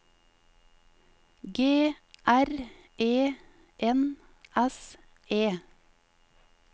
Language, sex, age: Norwegian, female, 50